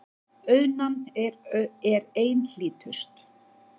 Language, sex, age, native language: Icelandic, female, 50-59, Icelandic